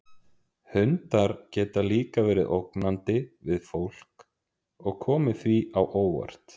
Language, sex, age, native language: Icelandic, male, 30-39, Icelandic